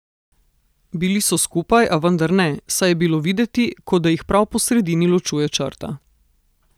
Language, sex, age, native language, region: Slovenian, female, 30-49, Slovenian, Southeast Slovenia